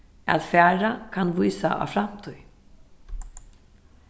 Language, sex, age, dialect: Faroese, female, 15-35, Suðurstreymoy